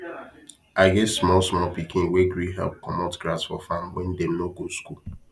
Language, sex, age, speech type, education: Nigerian Pidgin, male, 15-29, spontaneous, tertiary